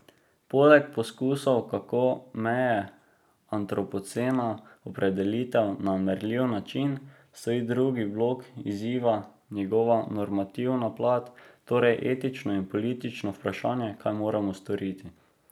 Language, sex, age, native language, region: Slovenian, male, 18-29, Slovenian, Drava region